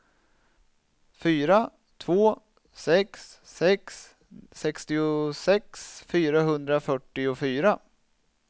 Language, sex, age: Swedish, male, 27